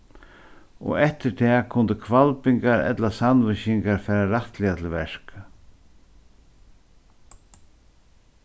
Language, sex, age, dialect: Faroese, male, 61+, Suðurstreymoy